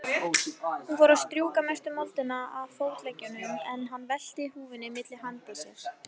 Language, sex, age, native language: Icelandic, female, 18-19, Icelandic